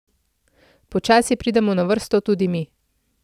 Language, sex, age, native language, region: Slovenian, female, 30-49, Slovenian, Central Slovenia